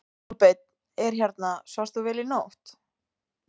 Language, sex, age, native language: Icelandic, female, 20-29, Icelandic